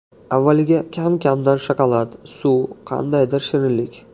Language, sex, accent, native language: Uzbek, male, Andijon, Uzbek